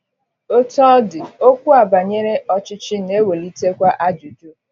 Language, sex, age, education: Igbo, female, 30-45, tertiary